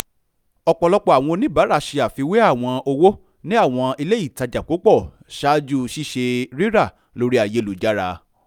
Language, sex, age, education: Yoruba, male, 15-29, tertiary